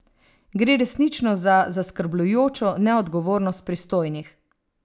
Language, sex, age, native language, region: Slovenian, female, 30-49, Slovenian, Savinja region